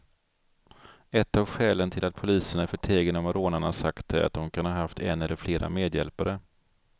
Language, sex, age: Swedish, male, 42